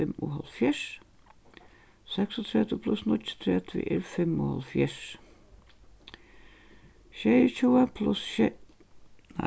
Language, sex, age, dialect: Faroese, female, 61+, Suðurstreymoy